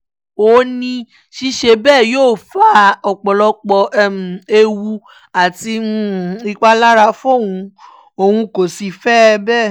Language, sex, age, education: Yoruba, female, 15-29, tertiary